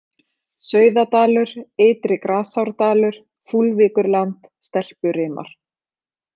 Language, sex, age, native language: Icelandic, female, 30-39, Icelandic